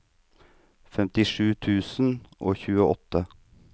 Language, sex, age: Norwegian, male, 39